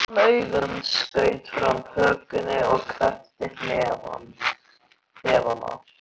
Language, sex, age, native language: Icelandic, male, 13, Icelandic